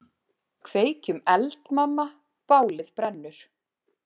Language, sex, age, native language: Icelandic, female, 30-39, Icelandic